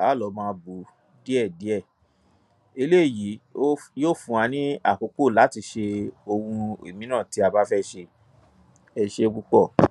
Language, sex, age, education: Yoruba, male, 30-45, tertiary